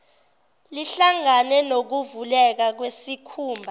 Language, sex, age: Zulu, female, 17